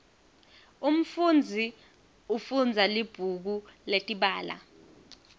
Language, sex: Swati, female